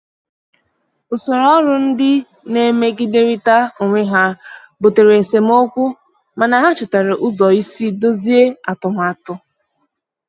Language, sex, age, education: Igbo, female, 15-29, tertiary